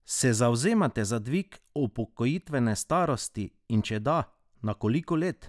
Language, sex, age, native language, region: Slovenian, male, 30-49, Slovenian, Drava region